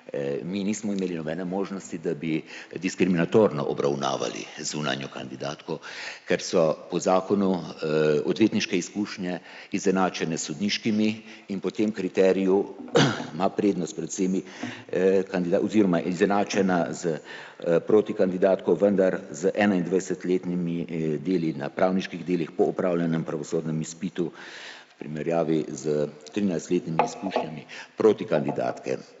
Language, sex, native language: Slovenian, male, Slovenian